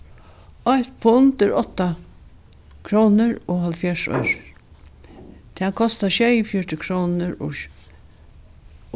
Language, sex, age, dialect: Faroese, female, 61+, Norðurstreymoy/Eysturoy